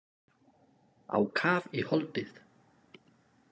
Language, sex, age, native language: Icelandic, male, 20-29, Slovak